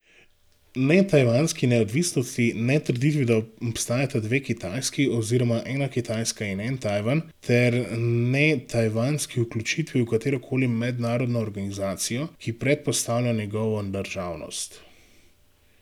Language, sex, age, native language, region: Slovenian, male, 18-29, Slovenian, Gorenjska region